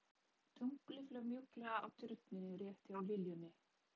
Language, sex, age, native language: Icelandic, female, 30-39, Polish